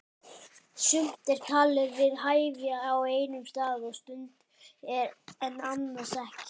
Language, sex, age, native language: Icelandic, male, 18-19, Icelandic